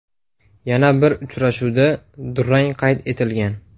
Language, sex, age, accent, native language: Uzbek, male, 18-24, Farg'ona, Uzbek